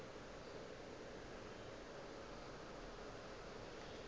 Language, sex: Northern Sotho, female